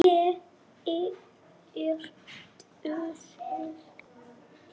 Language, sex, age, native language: Icelandic, male, 6, Icelandic